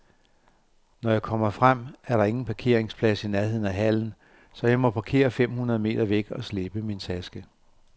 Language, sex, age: Danish, male, 58